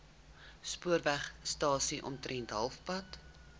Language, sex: Afrikaans, female